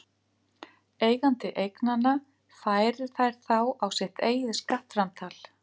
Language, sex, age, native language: Icelandic, female, 50-59, Icelandic